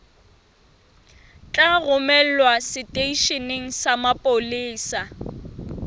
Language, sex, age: Southern Sotho, female, 21